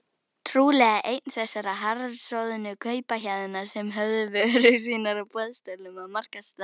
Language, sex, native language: Icelandic, female, Icelandic